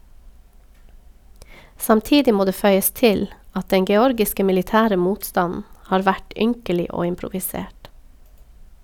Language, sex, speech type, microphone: Norwegian, female, read, Sennheiser